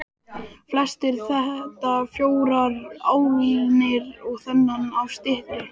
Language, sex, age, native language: Icelandic, male, 12, Icelandic